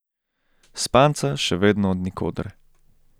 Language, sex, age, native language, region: Slovenian, male, 18-29, Slovenian, Central Slovenia